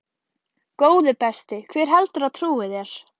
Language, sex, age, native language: Icelandic, female, 12, Icelandic